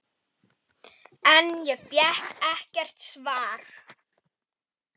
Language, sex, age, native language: Icelandic, female, 10, Icelandic